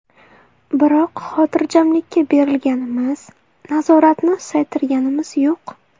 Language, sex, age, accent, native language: Uzbek, female, 18-24, Navoiy, Uzbek